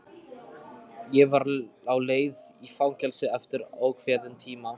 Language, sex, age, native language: Icelandic, male, 12, Icelandic